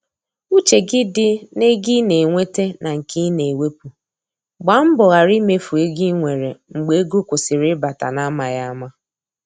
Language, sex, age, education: Igbo, female, 30-45, tertiary